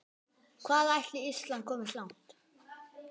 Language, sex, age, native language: Icelandic, male, 10, Icelandic